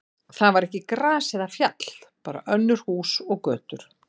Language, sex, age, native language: Icelandic, female, 60-69, Icelandic